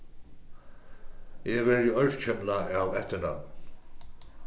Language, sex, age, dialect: Faroese, male, 36-60, Suðurstreymoy